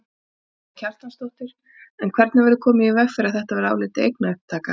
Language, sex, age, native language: Icelandic, female, 40-49, Icelandic